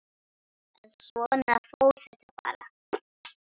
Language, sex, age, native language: Icelandic, male, 9, Icelandic